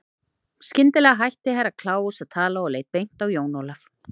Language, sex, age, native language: Icelandic, female, 30-39, Icelandic